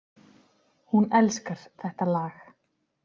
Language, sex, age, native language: Icelandic, female, 40-49, Icelandic